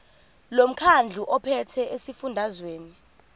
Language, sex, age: Zulu, female, 25